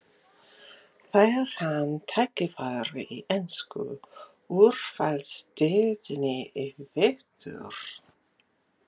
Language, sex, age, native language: Icelandic, female, 50-59, English